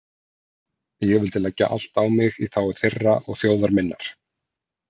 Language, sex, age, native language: Icelandic, male, 40-49, Icelandic